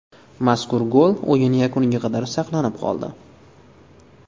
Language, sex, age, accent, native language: Uzbek, male, 19-29, Toshkent viloyati, Uzbek